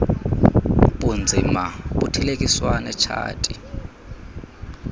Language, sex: Xhosa, male